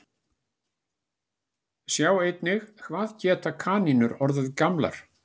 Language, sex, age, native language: Icelandic, male, 60-69, Icelandic